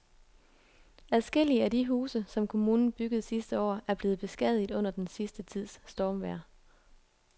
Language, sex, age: Danish, female, 22